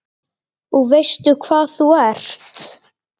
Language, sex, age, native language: Icelandic, male, 9, Icelandic